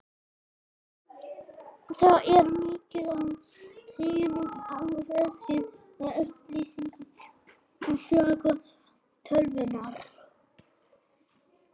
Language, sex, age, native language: Icelandic, male, 40-49, Icelandic